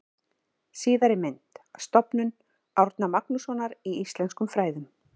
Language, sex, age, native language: Icelandic, female, 40-49, Icelandic